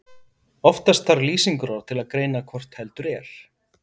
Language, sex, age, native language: Icelandic, male, 50-59, Icelandic